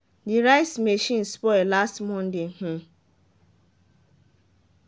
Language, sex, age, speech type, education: Nigerian Pidgin, female, 15-29, spontaneous, tertiary